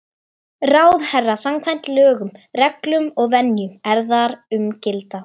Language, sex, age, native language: Icelandic, female, 13, Icelandic